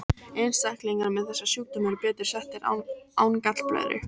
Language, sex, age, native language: Icelandic, female, 18-19, Icelandic